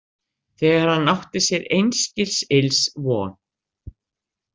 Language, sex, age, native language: Icelandic, female, 60-69, Icelandic